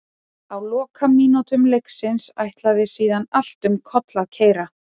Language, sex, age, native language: Icelandic, female, 30-39, Icelandic